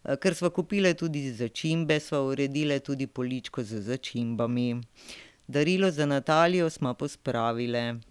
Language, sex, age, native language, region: Slovenian, female, 50-59, Slovenian, Drava region